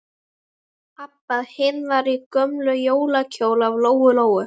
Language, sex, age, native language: Icelandic, female, 11, Icelandic